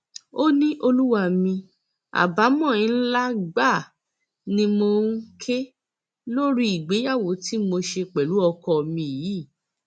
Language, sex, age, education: Yoruba, female, 30-45, tertiary